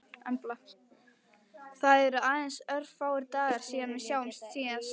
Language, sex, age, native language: Icelandic, female, 12, Icelandic